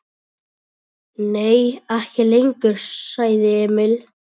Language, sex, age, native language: Icelandic, male, 10, Icelandic